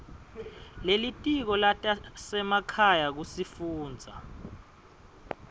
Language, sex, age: Swati, male, 22